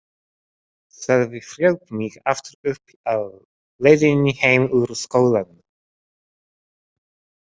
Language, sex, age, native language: Icelandic, male, 30-39, Japanese